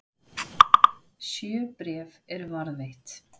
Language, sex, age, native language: Icelandic, female, 40-49, Icelandic